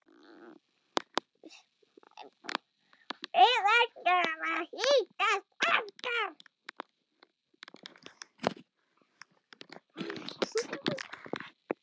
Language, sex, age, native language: Icelandic, male, 6, German